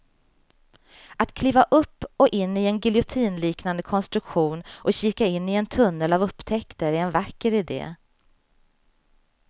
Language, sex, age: Swedish, female, 35